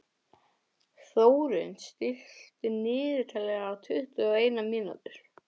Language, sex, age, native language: Icelandic, male, 18-19, English